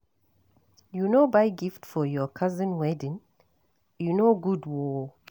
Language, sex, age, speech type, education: Nigerian Pidgin, female, 60+, read, tertiary